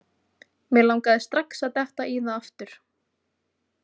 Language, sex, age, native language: Icelandic, female, 20-29, Icelandic